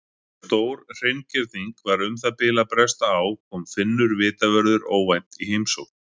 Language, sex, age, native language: Icelandic, male, 40-49, Icelandic